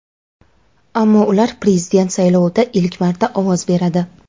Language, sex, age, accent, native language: Uzbek, female, 19-29, Toshkent viloyati, Uzbek